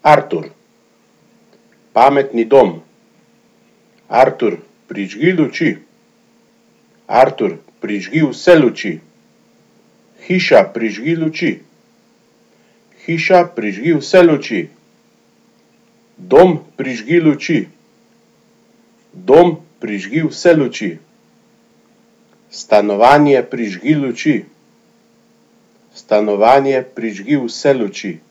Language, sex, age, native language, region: Slovenian, male, 50-59, Slovenian, Gorenjska region